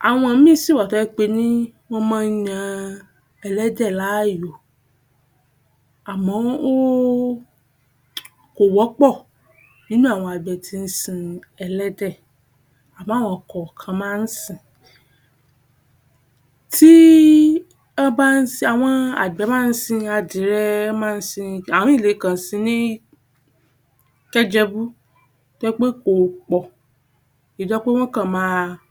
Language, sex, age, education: Yoruba, female, 15-29, tertiary